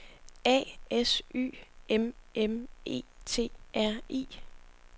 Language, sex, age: Danish, female, 25